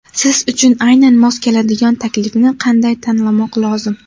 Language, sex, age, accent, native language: Uzbek, female, 18-24, Andijon, Uzbek